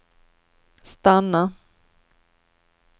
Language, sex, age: Swedish, female, 33